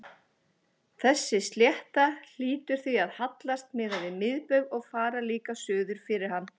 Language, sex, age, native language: Icelandic, female, 40-49, Icelandic